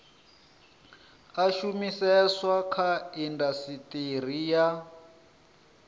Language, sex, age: Venda, male, 34